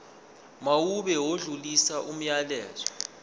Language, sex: Zulu, male